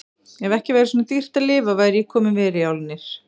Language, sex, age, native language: Icelandic, female, 50-59, Icelandic